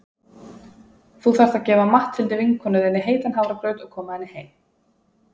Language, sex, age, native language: Icelandic, female, 20-29, Icelandic